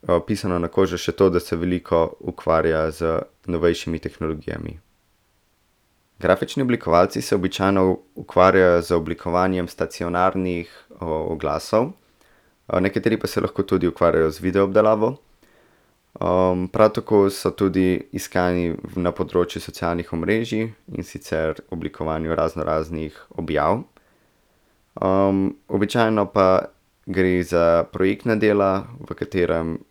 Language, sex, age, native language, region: Slovenian, male, 18-29, Slovenian, Central Slovenia